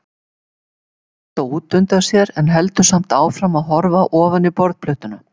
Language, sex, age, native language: Icelandic, female, 70-79, Icelandic